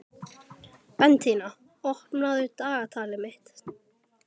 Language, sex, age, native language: Icelandic, male, 12, Icelandic